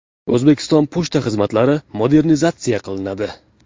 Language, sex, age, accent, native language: Uzbek, male, 18-24, Jizzax, Uzbek